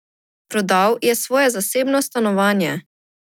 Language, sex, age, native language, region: Slovenian, female, 18-29, Slovenian, Drava region